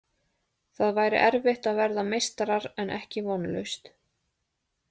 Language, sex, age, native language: Icelandic, female, 20-29, Icelandic